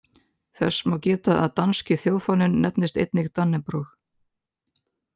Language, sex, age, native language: Icelandic, male, 18-19, Icelandic